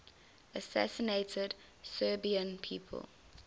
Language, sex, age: English, female, 20